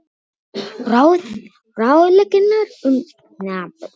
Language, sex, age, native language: Icelandic, other, 18-19, Icelandic